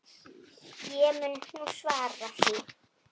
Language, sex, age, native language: Icelandic, female, 9, Icelandic